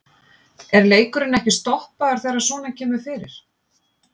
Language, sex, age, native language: Icelandic, female, 50-59, Icelandic